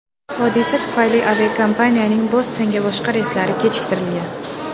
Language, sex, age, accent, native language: Uzbek, female, 18-24, Qashqadaryo, Uzbek